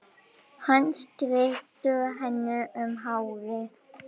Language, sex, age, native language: Icelandic, female, 10, Icelandic